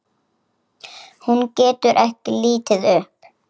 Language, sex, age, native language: Icelandic, female, 7, Icelandic